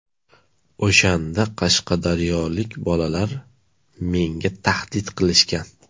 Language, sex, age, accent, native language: Uzbek, male, 18-24, Namangan, Uzbek